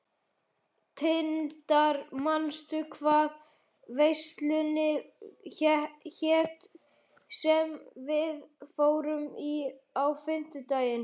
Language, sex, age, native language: Icelandic, male, 11, Icelandic